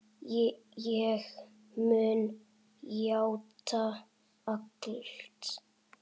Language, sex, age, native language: Icelandic, male, 7, Icelandic